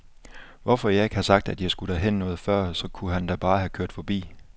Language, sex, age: Danish, male, 24